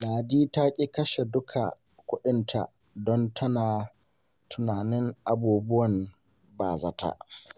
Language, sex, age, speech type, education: Hausa, male, 15-29, spontaneous, secondary